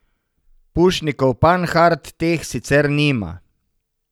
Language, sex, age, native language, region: Slovenian, male, 50-59, Slovenian, Savinja region